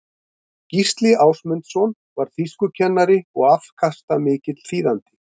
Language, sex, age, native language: Icelandic, male, 50-59, Icelandic